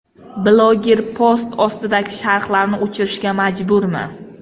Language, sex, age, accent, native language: Uzbek, female, 25-34, Qashqadaryo, Uzbek